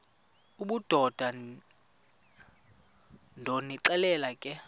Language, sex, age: Xhosa, male, 35